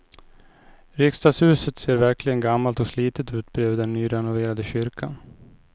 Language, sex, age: Swedish, male, 29